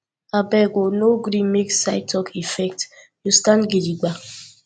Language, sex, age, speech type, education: Nigerian Pidgin, female, 15-29, spontaneous, tertiary